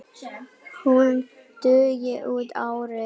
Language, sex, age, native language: Icelandic, female, 9, Icelandic